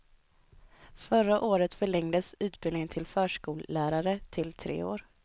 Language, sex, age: Swedish, female, 20